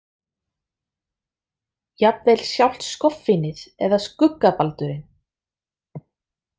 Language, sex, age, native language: Icelandic, female, 30-39, Icelandic